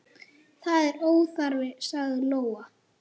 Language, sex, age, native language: Icelandic, male, 8, Icelandic